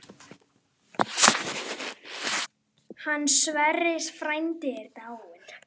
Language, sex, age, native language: Icelandic, female, 10, Icelandic